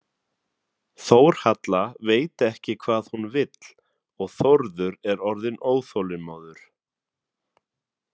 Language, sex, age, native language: Icelandic, male, 30-39, Icelandic